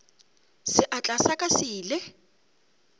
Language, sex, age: Northern Sotho, female, 35